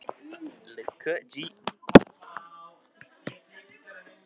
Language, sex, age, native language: Icelandic, male, 13, Icelandic